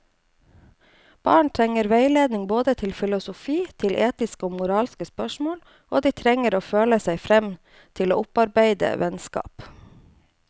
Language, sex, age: Norwegian, female, 29